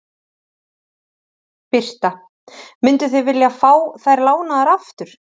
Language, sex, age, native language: Icelandic, female, 30-39, Icelandic